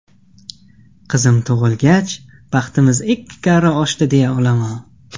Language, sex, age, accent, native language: Uzbek, male, 18-24, Qashqadaryo, Tajik